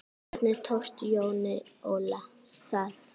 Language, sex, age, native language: Icelandic, female, 9, Icelandic